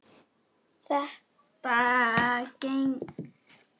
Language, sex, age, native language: Icelandic, female, 10, Icelandic